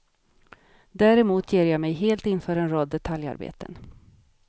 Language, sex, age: Swedish, female, 50